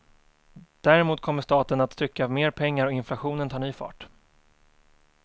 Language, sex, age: Swedish, male, 24